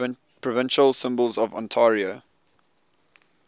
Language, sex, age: English, male, 20